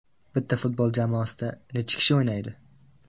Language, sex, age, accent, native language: Uzbek, male, 18-24, Buxoro, Uzbek